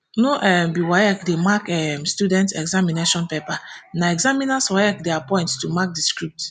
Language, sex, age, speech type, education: Nigerian Pidgin, female, 15-29, spontaneous, tertiary